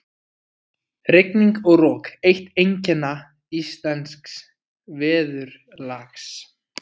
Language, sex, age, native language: Icelandic, male, 20-29, Icelandic